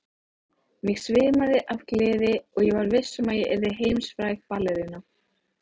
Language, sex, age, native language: Icelandic, female, 18-19, Icelandic